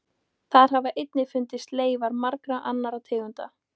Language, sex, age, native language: Icelandic, female, 18-19, Icelandic